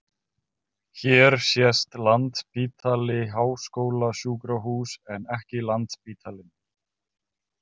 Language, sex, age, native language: Icelandic, male, 30-39, Icelandic